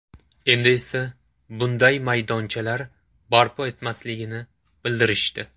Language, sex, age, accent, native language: Uzbek, male, 18-24, Toshkent shahri, Uzbek